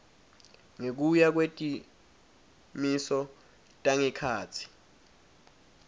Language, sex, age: Swati, male, 21